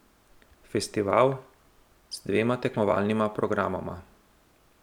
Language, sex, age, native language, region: Slovenian, male, 30-49, Slovenian, Central Slovenia